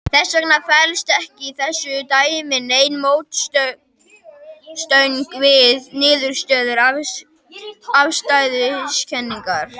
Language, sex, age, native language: Icelandic, male, 21, Icelandic